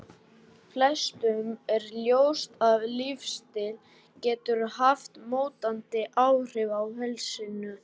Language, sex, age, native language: Icelandic, male, 18-19, Icelandic